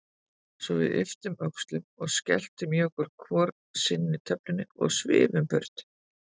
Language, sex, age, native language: Icelandic, female, 50-59, Icelandic